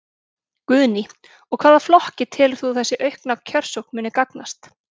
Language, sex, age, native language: Icelandic, female, 30-39, Icelandic